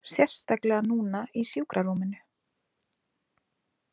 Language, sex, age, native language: Icelandic, female, 20-29, Icelandic